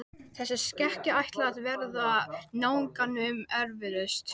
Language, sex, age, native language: Icelandic, male, 12, Icelandic